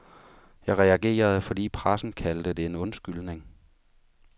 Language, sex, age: Danish, male, 35